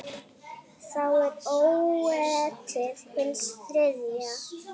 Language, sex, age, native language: Icelandic, female, 8, Icelandic